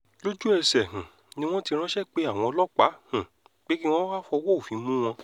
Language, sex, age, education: Yoruba, male, 30-45, tertiary